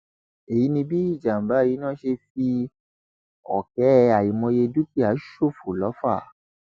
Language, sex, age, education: Yoruba, male, 30-45, tertiary